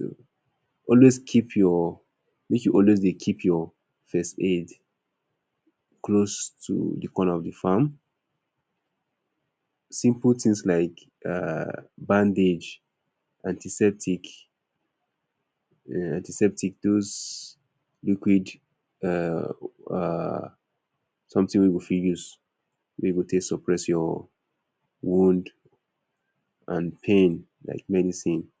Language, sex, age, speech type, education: Nigerian Pidgin, male, 30-45, spontaneous, tertiary